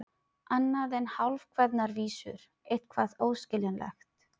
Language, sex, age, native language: Icelandic, female, 30-39, Filipino